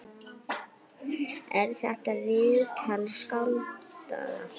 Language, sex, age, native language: Icelandic, female, 9, Icelandic